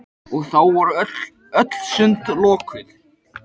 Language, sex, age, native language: Icelandic, male, 13, Icelandic